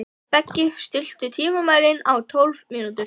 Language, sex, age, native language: Icelandic, female, 12, Icelandic